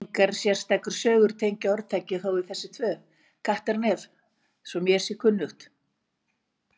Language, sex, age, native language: Icelandic, female, 60-69, Icelandic